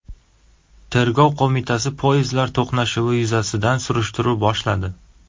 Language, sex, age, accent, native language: Uzbek, male, 18-24, Surxondaryo, Uzbek